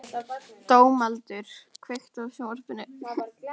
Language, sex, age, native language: Icelandic, female, 14, Icelandic